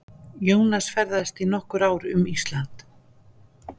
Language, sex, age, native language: Icelandic, female, 50-59, Icelandic